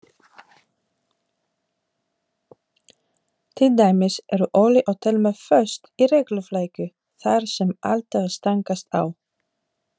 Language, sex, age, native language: Icelandic, female, 30-39, Polish